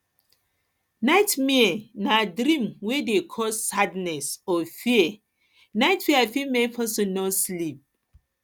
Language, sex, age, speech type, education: Nigerian Pidgin, female, 30-45, spontaneous, tertiary